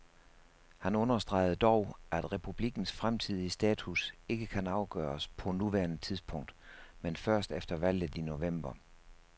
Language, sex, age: Danish, male, 56